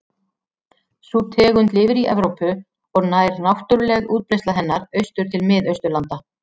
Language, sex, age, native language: Icelandic, female, 40-49, Icelandic